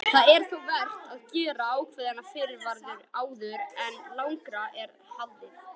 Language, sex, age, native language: Icelandic, female, 50-59, Icelandic